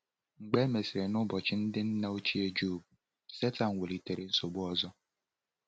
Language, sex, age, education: Igbo, male, 15-29, tertiary